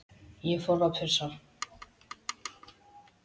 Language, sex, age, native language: Icelandic, female, 10, Icelandic